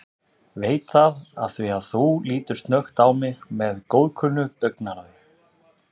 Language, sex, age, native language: Icelandic, male, 30-39, Icelandic